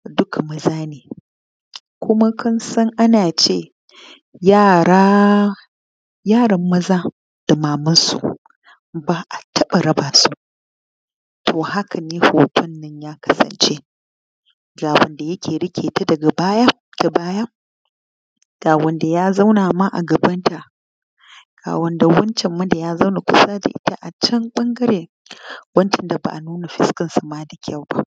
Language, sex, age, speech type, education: Hausa, female, 15-29, spontaneous, tertiary